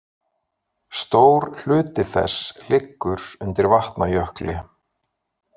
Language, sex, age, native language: Icelandic, male, 40-49, Icelandic